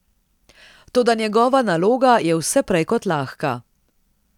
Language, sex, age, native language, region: Slovenian, female, 30-49, Slovenian, Central Slovenia